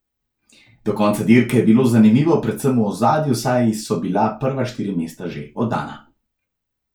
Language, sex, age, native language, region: Slovenian, male, 18-29, Slovenian, Central Slovenia